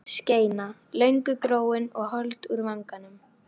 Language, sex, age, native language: Icelandic, female, 12, Icelandic